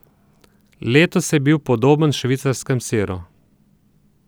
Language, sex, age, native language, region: Slovenian, male, 30-49, Slovenian, Southeast Slovenia